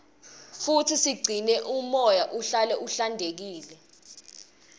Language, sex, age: Swati, female, 19